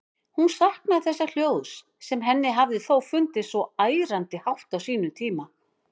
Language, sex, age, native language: Icelandic, female, 50-59, Icelandic